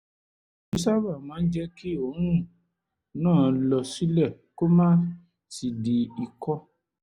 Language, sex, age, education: Yoruba, male, 30-45, tertiary